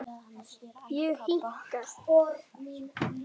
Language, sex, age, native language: Icelandic, male, 7, Icelandic